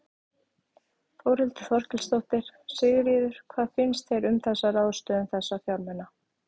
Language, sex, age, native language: Icelandic, female, 30-39, Icelandic